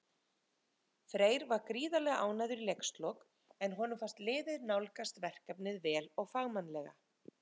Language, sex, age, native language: Icelandic, female, 30-39, Icelandic